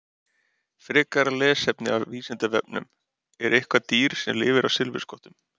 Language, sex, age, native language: Icelandic, male, 30-39, Icelandic